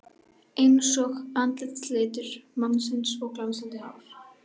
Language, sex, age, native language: Icelandic, female, 12, Icelandic